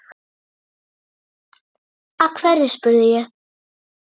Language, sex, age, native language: Icelandic, male, 8, Icelandic